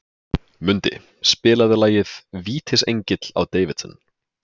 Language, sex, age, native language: Icelandic, male, 20-29, Icelandic